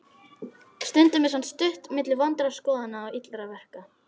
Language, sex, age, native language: Icelandic, female, 12, Icelandic